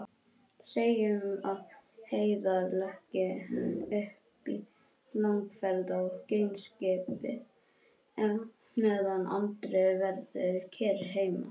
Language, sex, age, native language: Icelandic, male, 21, Icelandic